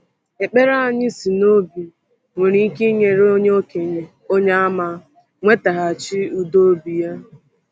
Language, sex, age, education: Igbo, female, 15-29, tertiary